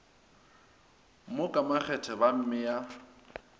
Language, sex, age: Northern Sotho, male, 23